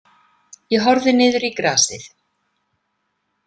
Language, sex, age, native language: Icelandic, female, 50-59, Icelandic